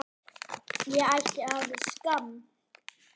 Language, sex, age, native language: Icelandic, male, 10, Icelandic